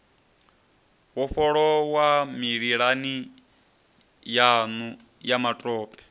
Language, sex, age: Venda, male, 30